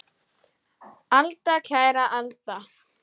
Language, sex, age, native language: Icelandic, female, 9, Icelandic